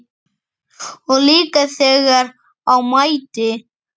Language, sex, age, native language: Icelandic, male, 9, Icelandic